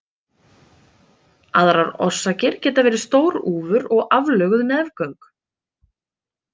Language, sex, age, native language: Icelandic, female, 30-39, Icelandic